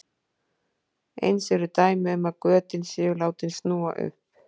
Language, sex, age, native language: Icelandic, female, 40-49, Icelandic